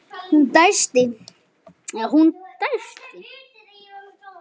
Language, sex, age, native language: Icelandic, male, 8, Icelandic